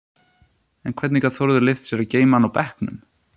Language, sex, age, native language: Icelandic, male, 20-29, Icelandic